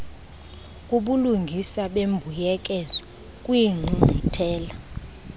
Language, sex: Xhosa, female